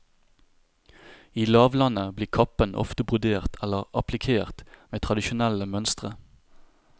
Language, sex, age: Norwegian, male, 30